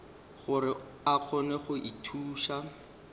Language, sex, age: Northern Sotho, male, 35